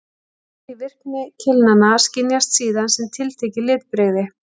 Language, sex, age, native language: Icelandic, female, 40-49, Icelandic